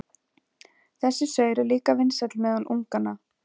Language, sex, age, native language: Icelandic, female, 40-49, Icelandic